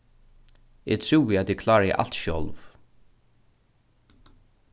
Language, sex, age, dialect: Faroese, male, 36-60, Norðuroyggjar